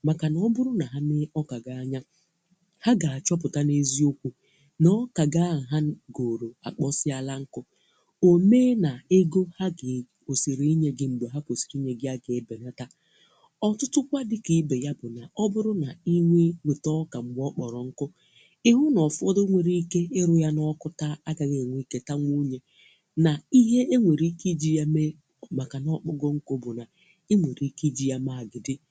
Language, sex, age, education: Igbo, female, 60+, tertiary